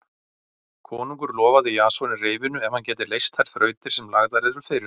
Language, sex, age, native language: Icelandic, male, 40-49, Icelandic